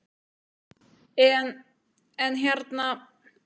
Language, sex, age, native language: Icelandic, female, 9, Icelandic